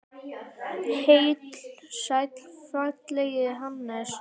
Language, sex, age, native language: Icelandic, male, 9, Icelandic